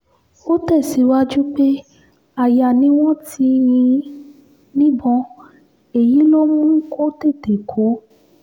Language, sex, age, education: Yoruba, female, 15-29, tertiary